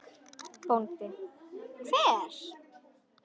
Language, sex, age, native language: Icelandic, female, 10, Icelandic